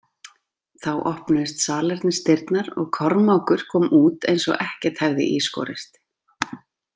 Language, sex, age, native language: Icelandic, female, 40-49, Icelandic